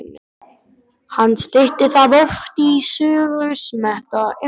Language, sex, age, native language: Icelandic, male, 12, Icelandic